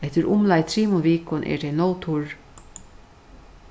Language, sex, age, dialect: Faroese, female, 61+, Suðurstreymoy